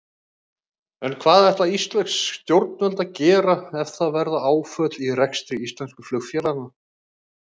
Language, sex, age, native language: Icelandic, male, 40-49, Icelandic